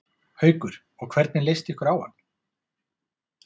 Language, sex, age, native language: Icelandic, male, 40-49, Icelandic